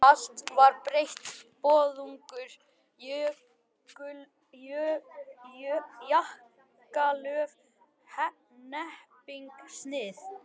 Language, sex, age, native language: Icelandic, male, 11, Icelandic